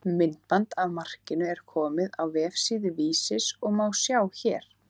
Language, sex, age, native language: Icelandic, female, 18-19, Icelandic